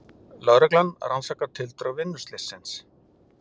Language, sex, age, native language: Icelandic, male, 40-49, Icelandic